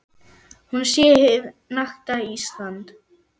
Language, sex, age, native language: Icelandic, female, 10, German